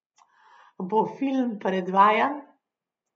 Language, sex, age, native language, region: Slovenian, female, 60+, Slovenian, Gorenjska region